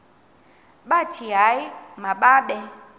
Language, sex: Xhosa, female